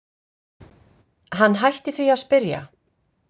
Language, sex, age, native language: Icelandic, female, 50-59, Icelandic